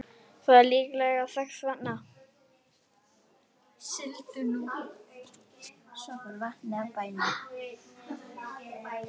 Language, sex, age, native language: Icelandic, female, 10, Icelandic